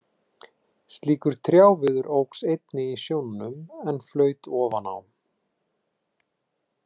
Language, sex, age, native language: Icelandic, male, 30-39, Icelandic